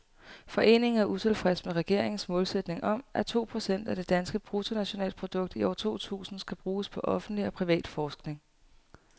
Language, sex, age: Danish, female, 18